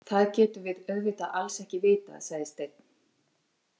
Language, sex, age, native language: Icelandic, female, 40-49, Icelandic